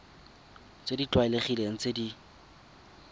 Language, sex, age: Tswana, male, 22